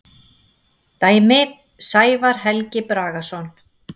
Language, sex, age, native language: Icelandic, female, 40-49, Icelandic